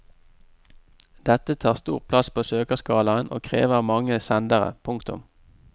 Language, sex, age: Norwegian, male, 44